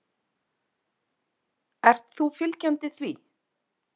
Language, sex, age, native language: Icelandic, female, 40-49, Icelandic